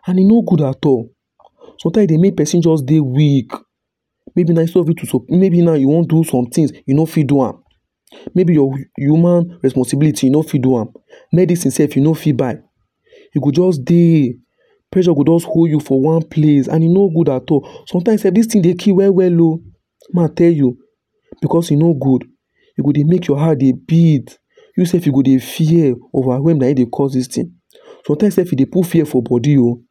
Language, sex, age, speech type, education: Nigerian Pidgin, male, 15-29, spontaneous, tertiary